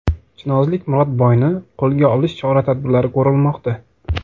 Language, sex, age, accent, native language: Uzbek, male, 18-24, Toshkent viloyati, Uzbek